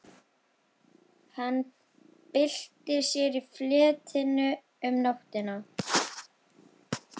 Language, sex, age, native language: Icelandic, female, 12, Icelandic